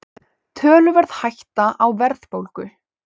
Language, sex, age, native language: Icelandic, female, 18-19, Icelandic